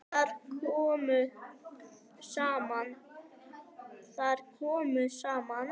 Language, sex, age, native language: Icelandic, female, 10, Icelandic